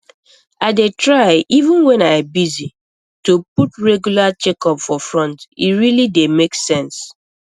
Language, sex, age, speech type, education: Nigerian Pidgin, female, 15-29, spontaneous, secondary